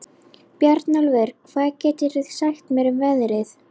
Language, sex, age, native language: Icelandic, female, 11, Icelandic